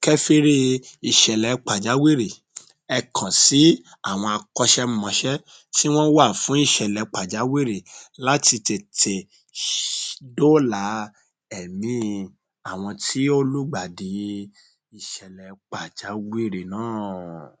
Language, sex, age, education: Yoruba, male, 30-45, tertiary